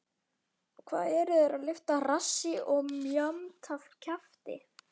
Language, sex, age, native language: Icelandic, male, 11, Icelandic